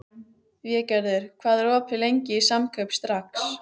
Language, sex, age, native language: Icelandic, female, 14, Icelandic